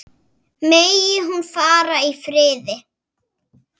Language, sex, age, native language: Icelandic, female, 6, Icelandic